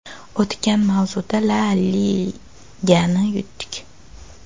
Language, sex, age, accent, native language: Uzbek, female, 18-24, Toshkent viloyati, Uzbek